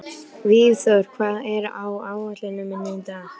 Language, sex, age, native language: Icelandic, male, 11, Icelandic